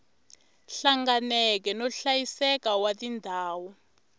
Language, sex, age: Tsonga, female, 23